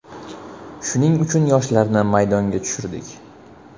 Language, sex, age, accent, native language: Uzbek, male, 12-17, Toshkent shahri, Uzbek